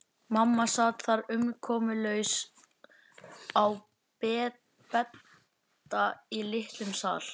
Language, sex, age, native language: Icelandic, male, 11, Icelandic